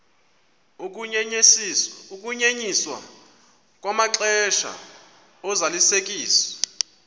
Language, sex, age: Xhosa, male, 24